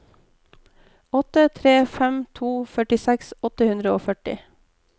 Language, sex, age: Norwegian, female, 29